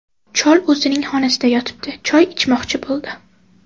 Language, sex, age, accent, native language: Uzbek, female, 18-24, Toshkent viloyati, Uzbek